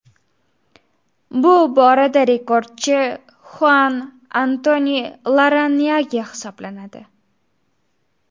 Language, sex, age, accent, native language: Uzbek, female, 18-24, Farg'ona, Uzbek